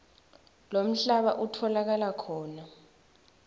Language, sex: Swati, female